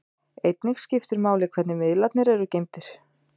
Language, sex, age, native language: Icelandic, female, 30-39, Icelandic